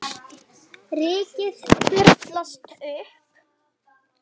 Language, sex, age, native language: Icelandic, female, 8, Icelandic